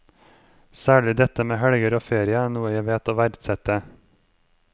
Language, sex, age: Norwegian, male, 23